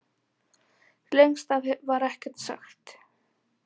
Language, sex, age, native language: Icelandic, female, 18-19, Icelandic